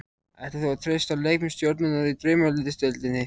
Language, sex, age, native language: Icelandic, male, 14, Icelandic